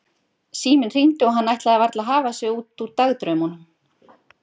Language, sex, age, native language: Icelandic, female, 50-59, Icelandic